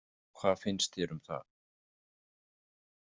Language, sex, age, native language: Icelandic, male, 50-59, Icelandic